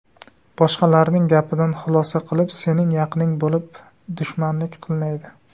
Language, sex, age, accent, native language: Uzbek, male, 19-29, Surxondaryo, Uzbek